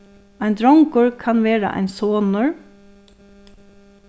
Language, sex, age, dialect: Faroese, female, 36-60, Suðurstreymoy